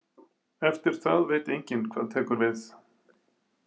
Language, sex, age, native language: Icelandic, male, 40-49, Icelandic